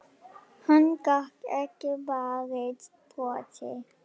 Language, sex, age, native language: Icelandic, female, 10, Icelandic